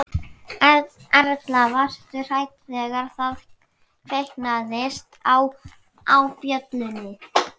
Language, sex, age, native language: Icelandic, male, 11, Icelandic